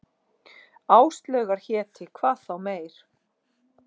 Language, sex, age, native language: Icelandic, female, 40-49, Icelandic